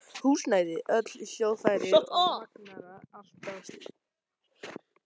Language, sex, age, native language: Icelandic, male, 13, Icelandic